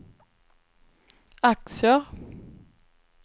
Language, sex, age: Swedish, female, 26